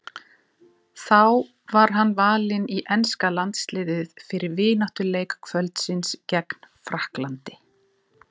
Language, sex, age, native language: Icelandic, female, 40-49, Icelandic